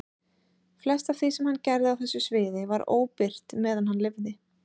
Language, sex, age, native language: Icelandic, female, 30-39, Icelandic